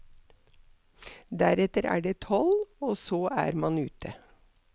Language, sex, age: Norwegian, female, 63